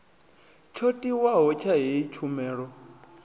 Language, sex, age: Venda, male, 21